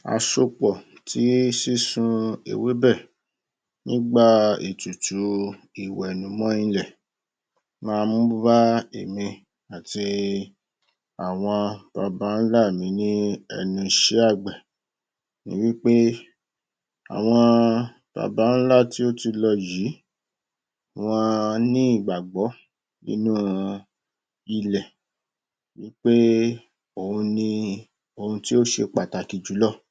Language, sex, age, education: Yoruba, male, 46-60, tertiary